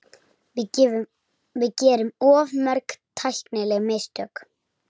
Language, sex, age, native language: Icelandic, female, 30-39, Icelandic